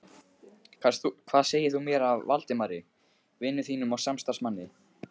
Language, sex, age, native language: Icelandic, male, 15, Icelandic